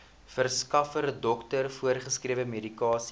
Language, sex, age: Afrikaans, male, 19